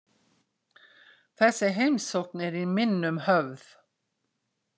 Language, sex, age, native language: Icelandic, female, 60-69, Icelandic